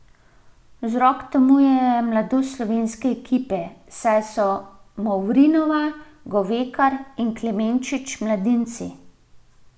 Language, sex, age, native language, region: Slovenian, female, 30-49, Slovenian, Central Slovenia